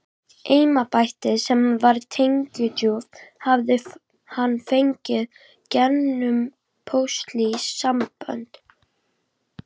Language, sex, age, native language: Icelandic, female, 18-19, Icelandic